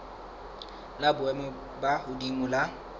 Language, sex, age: Southern Sotho, male, 23